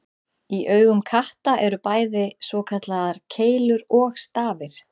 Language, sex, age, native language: Icelandic, female, 30-39, Icelandic